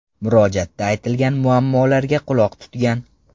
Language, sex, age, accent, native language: Uzbek, male, 18-24, Farg'ona, Uzbek